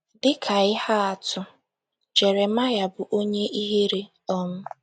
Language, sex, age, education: Igbo, female, 15-29, tertiary